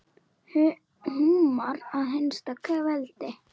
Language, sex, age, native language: Icelandic, female, 9, Icelandic